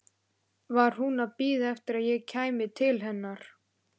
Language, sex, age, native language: Icelandic, male, 11, Icelandic